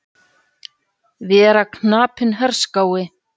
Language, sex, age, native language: Icelandic, female, 40-49, Icelandic